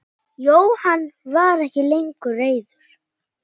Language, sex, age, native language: Icelandic, male, 9, Icelandic